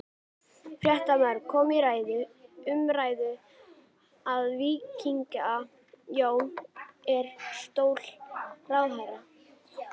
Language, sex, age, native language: Icelandic, female, 40-49, Icelandic